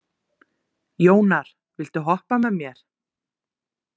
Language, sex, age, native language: Icelandic, female, 40-49, Icelandic